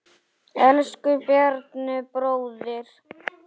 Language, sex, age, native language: Icelandic, male, 8, Icelandic